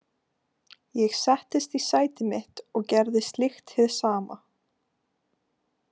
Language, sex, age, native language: Icelandic, female, 18-19, Icelandic